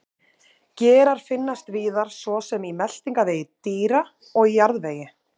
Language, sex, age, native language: Icelandic, female, 30-39, Icelandic